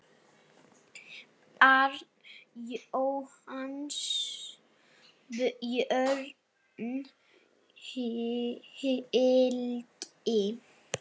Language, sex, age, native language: Icelandic, female, 7, Icelandic